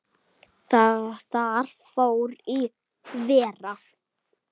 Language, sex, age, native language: Icelandic, female, 8, Icelandic